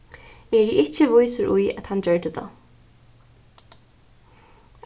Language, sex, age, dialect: Faroese, female, 15-35, Suðurstreymoy